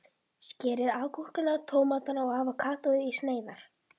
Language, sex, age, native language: Icelandic, female, 11, Icelandic